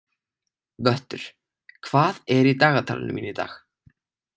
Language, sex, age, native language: Icelandic, male, 18-19, Icelandic